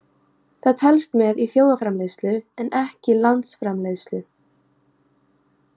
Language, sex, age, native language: Icelandic, female, 18-19, Icelandic